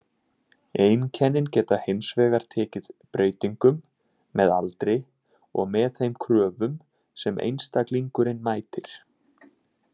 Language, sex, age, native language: Icelandic, male, 20-29, Icelandic